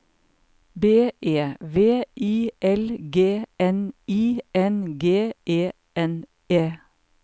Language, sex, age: Norwegian, male, 54